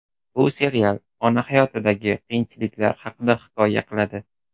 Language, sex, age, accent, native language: Uzbek, male, 18-24, Toshkent shahri, Uzbek